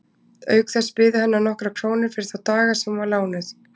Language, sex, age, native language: Icelandic, female, 20-29, Icelandic